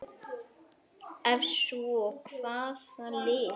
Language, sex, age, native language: Icelandic, male, 9, Icelandic